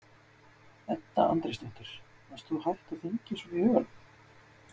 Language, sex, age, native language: Icelandic, male, 30-39, Icelandic